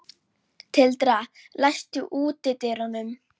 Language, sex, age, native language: Icelandic, female, 11, Icelandic